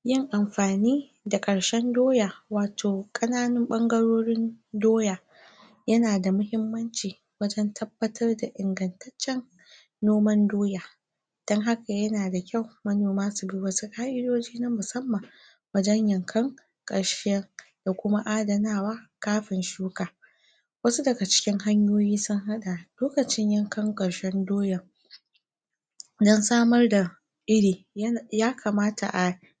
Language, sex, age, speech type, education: Hausa, female, 46-60, spontaneous, primary